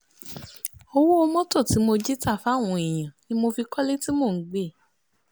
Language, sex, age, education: Yoruba, female, 30-45, tertiary